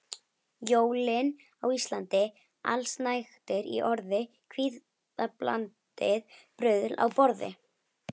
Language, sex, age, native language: Icelandic, female, 11, Icelandic